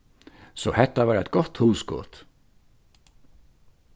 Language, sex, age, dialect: Faroese, male, 61+, Vágar